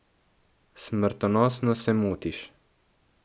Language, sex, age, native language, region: Slovenian, male, 18-29, Slovenian, Central Slovenia